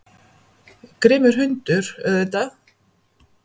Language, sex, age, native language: Icelandic, female, 50-59, Icelandic